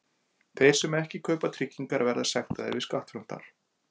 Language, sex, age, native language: Icelandic, male, 40-49, Icelandic